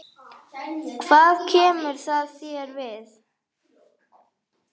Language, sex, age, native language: Icelandic, female, 5, Icelandic